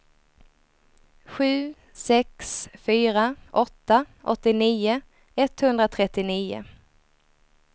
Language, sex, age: Swedish, female, 23